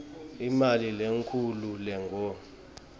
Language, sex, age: Swati, male, 23